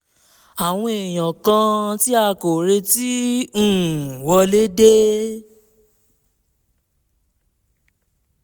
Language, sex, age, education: Yoruba, male, 15-29, tertiary